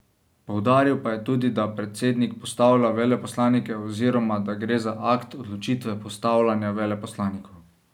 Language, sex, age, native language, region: Slovenian, male, 18-29, Slovenian, Savinja region